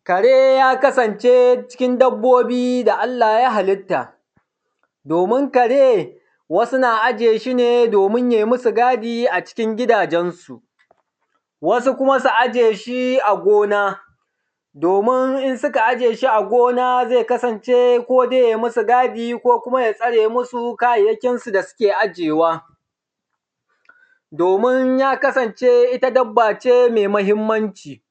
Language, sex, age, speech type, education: Hausa, male, 30-45, spontaneous, tertiary